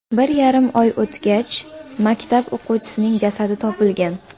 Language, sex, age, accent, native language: Uzbek, female, 18-24, Jizzax, Uzbek